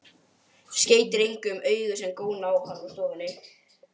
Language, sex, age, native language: Icelandic, male, 12, Icelandic